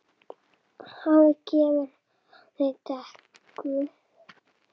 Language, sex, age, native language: Icelandic, male, 7, Icelandic